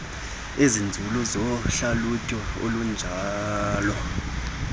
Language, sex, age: Xhosa, male, 26